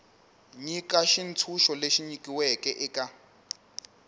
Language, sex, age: Tsonga, male, 19